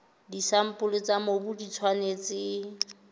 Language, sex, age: Southern Sotho, female, 29